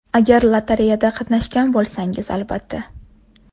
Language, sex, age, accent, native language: Uzbek, female, 18-24, Toshkent shahri, Uzbek